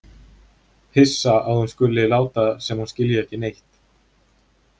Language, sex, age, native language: Icelandic, male, 20-29, Icelandic